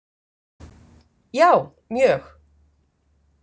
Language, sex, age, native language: Icelandic, female, 50-59, Icelandic